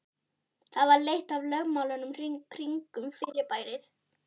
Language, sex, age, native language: Icelandic, female, 13, Icelandic